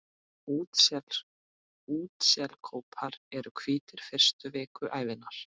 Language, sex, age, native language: Icelandic, female, 30-39, Icelandic